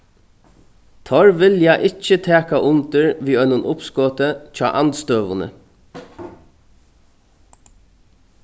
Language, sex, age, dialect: Faroese, male, 36-60, Norðurstreymoy/Eysturoy